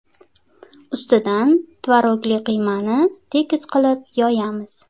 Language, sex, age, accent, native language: Uzbek, female, 25-34, Sirdaryo, Uzbek